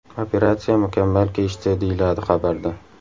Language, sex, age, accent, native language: Uzbek, male, 18-24, Samarqand, Uzbek